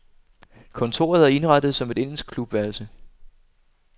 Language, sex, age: Danish, male, 25